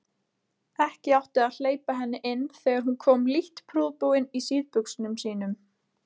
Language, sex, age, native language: Icelandic, female, 20-29, Icelandic